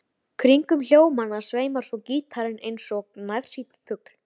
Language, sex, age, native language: Icelandic, female, 13, Icelandic